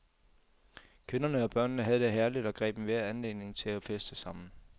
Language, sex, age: Danish, male, 28